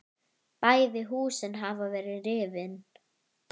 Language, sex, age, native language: Icelandic, female, 10, Icelandic